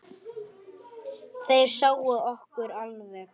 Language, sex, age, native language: Icelandic, female, 8, Icelandic